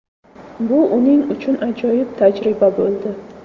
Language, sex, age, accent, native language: Uzbek, female, 25-34, Samarqand, Uzbek